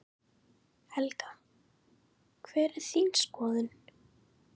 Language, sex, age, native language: Icelandic, female, 10, Icelandic